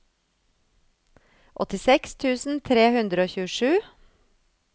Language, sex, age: Norwegian, female, 35